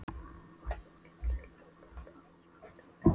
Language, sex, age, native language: Icelandic, female, 12, Polish